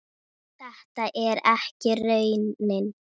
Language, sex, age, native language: Icelandic, female, 8, Icelandic